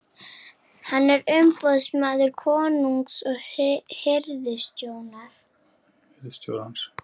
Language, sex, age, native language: Icelandic, male, 40-49, Icelandic